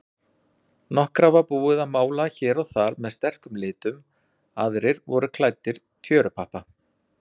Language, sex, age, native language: Icelandic, male, 40-49, Icelandic